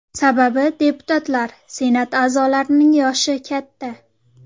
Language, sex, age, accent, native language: Uzbek, female, 18-24, Farg'ona, Uzbek